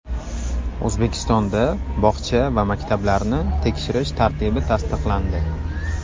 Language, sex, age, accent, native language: Uzbek, male, 25-34, Toshkent shahri, Uzbek